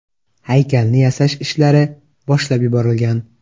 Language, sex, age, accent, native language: Uzbek, male, 18-24, Xorazm, Uzbek